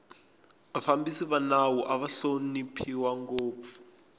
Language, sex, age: Tsonga, male, 24